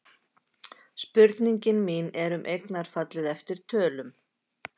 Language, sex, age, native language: Icelandic, female, 50-59, Icelandic